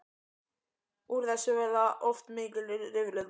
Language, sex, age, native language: Icelandic, male, 12, Icelandic